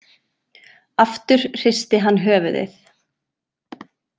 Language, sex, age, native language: Icelandic, female, 20-29, Icelandic